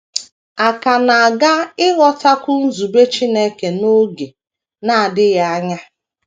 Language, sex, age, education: Igbo, female, 30-45, tertiary